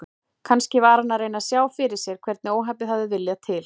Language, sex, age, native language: Icelandic, female, 40-49, Icelandic